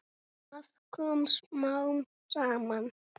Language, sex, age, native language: Icelandic, male, 6, Icelandic